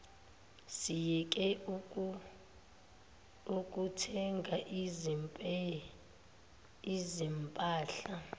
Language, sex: Zulu, female